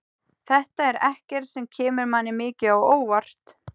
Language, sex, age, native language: Icelandic, female, 18-19, Icelandic